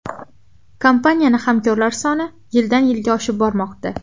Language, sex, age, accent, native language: Uzbek, female, 12-17, Farg'ona, Uzbek